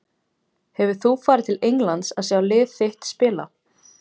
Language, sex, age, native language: Icelandic, female, 20-29, Icelandic